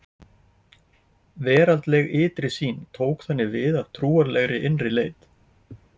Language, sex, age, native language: Icelandic, male, 40-49, Icelandic